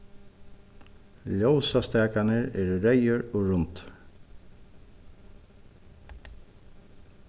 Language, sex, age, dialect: Faroese, male, 36-60, Suðuroy